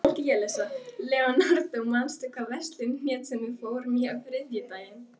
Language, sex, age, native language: Icelandic, female, 12, Icelandic